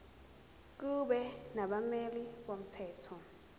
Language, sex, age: Zulu, female, 23